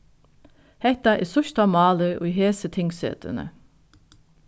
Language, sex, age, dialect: Faroese, female, 36-60, Norðuroyggjar